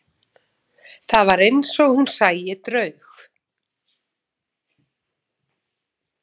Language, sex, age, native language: Icelandic, female, 40-49, Icelandic